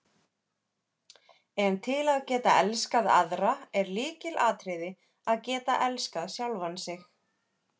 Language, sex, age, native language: Icelandic, female, 30-39, Icelandic